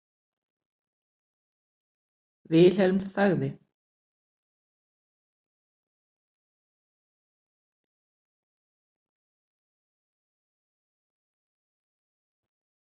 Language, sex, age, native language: Icelandic, female, 60-69, Icelandic